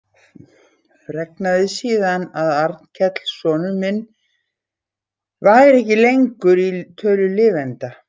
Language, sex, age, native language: Icelandic, female, 60-69, Icelandic